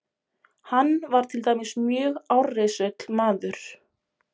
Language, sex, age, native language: Icelandic, female, 20-29, Polish